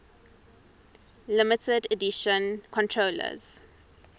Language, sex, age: English, female, 19